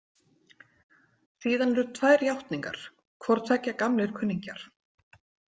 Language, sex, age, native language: Icelandic, female, 40-49, Icelandic